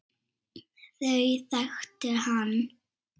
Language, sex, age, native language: Icelandic, female, 7, Icelandic